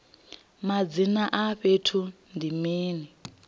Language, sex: Venda, female